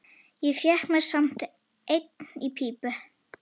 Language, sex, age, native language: Icelandic, female, 11, Icelandic